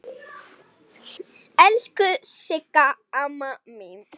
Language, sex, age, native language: Icelandic, female, 8, Icelandic